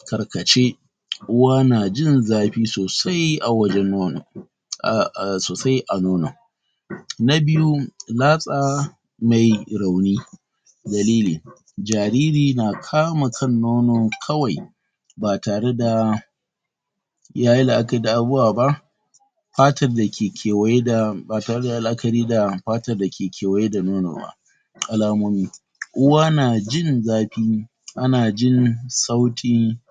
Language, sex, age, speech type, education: Hausa, male, 46-60, spontaneous, tertiary